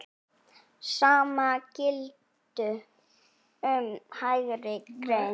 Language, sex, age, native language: Icelandic, female, 8, Icelandic